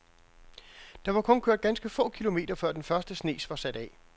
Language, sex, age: Danish, male, 42